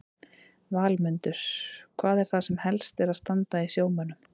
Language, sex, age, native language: Icelandic, female, 30-39, Icelandic